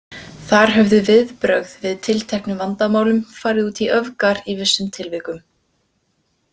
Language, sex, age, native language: Icelandic, female, 18-19, Icelandic